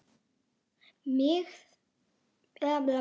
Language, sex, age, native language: Icelandic, female, 11, Icelandic